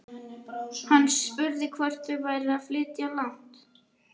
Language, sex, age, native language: Icelandic, male, 11, Icelandic